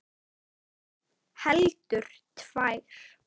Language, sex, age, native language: Icelandic, male, 9, Icelandic